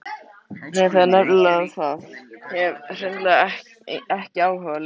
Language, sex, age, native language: Icelandic, male, 13, Icelandic